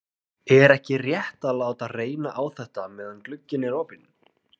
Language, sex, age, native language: Icelandic, male, 20-29, Icelandic